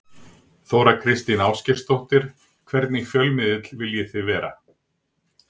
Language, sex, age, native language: Icelandic, male, 60-69, Icelandic